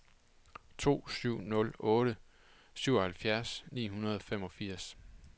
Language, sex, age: Danish, male, 28